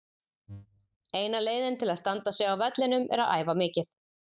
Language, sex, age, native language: Icelandic, female, 40-49, Icelandic